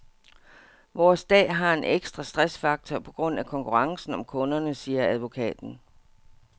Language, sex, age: Danish, female, 57